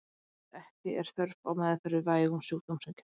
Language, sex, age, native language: Icelandic, female, 30-39, Icelandic